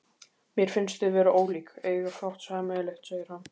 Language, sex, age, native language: Icelandic, male, 15, Icelandic